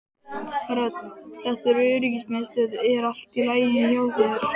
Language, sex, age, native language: Icelandic, male, 12, Icelandic